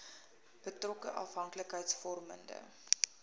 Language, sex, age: Afrikaans, female, 21